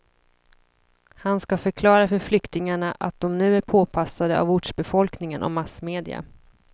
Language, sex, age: Swedish, female, 26